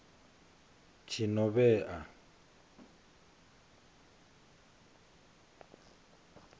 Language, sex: Venda, male